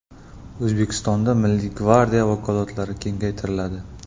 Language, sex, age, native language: Uzbek, male, 25-34, Uzbek